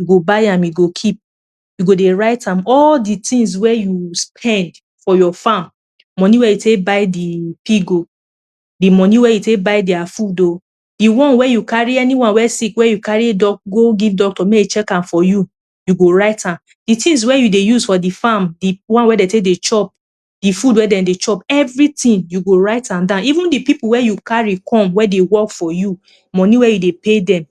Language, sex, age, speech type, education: Nigerian Pidgin, female, 30-45, spontaneous, tertiary